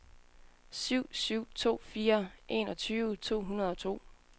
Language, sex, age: Danish, female, 20